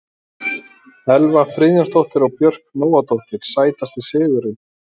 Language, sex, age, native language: Icelandic, male, 30-39, Icelandic